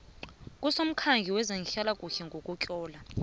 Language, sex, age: South Ndebele, female, 22